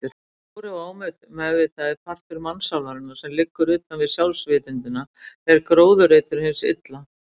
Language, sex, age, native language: Icelandic, female, 60-69, Icelandic